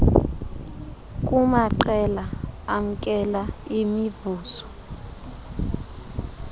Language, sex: Xhosa, female